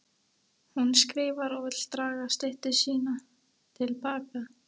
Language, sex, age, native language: Icelandic, female, 13, Icelandic